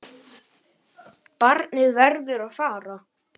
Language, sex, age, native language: Icelandic, male, 8, Icelandic